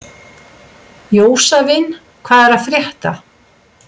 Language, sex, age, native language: Icelandic, female, 60-69, Icelandic